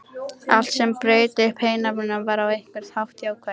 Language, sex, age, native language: Icelandic, female, 13, Icelandic